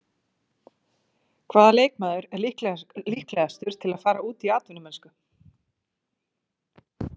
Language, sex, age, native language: Icelandic, female, 40-49, Icelandic